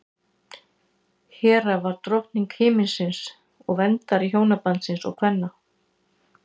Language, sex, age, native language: Icelandic, female, 60-69, Icelandic